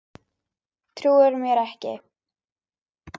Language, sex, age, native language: Icelandic, female, 9, Icelandic